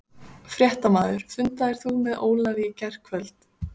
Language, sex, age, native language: Icelandic, female, 14, Icelandic